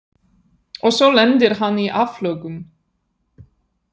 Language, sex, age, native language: Icelandic, female, 30-39, Polish